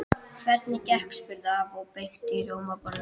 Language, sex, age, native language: Icelandic, female, 12, Icelandic